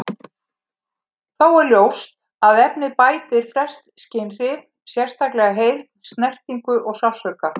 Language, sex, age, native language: Icelandic, female, 70-79, Icelandic